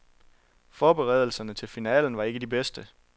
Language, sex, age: Danish, male, 23